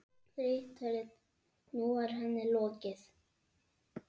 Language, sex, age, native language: Icelandic, male, 8, Icelandic